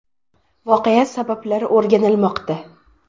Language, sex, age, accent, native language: Uzbek, female, 12-17, Sirdaryo, Uzbek